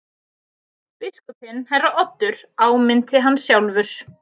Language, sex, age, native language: Icelandic, female, 30-39, Icelandic